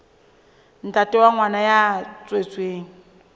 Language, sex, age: Southern Sotho, female, 23